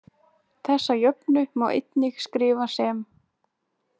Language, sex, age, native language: Icelandic, female, 20-29, Icelandic